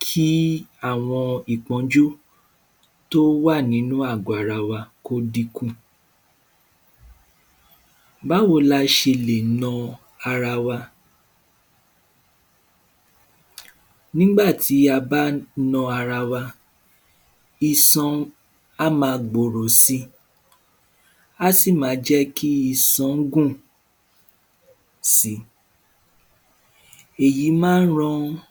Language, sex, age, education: Yoruba, male, 15-29, tertiary